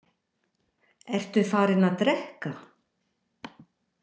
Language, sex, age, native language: Icelandic, female, 60-69, Icelandic